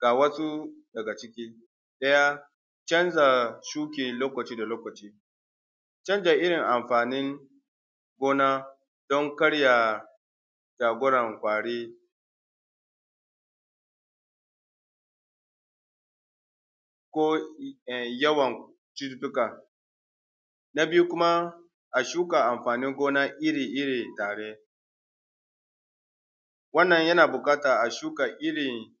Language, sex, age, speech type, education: Hausa, male, 30-45, spontaneous, tertiary